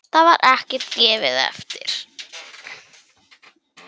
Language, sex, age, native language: Icelandic, male, 10, Icelandic